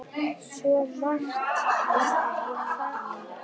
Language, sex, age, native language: Icelandic, female, 10, Icelandic